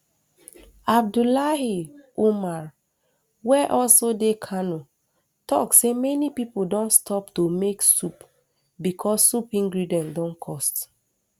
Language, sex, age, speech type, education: Nigerian Pidgin, female, 30-45, spontaneous, tertiary